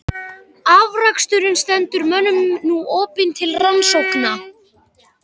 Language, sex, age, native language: Icelandic, male, 18-19, Icelandic